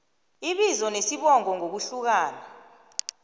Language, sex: South Ndebele, female